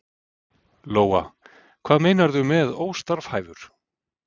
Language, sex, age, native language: Icelandic, male, 40-49, Icelandic